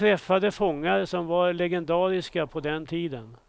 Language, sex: Swedish, male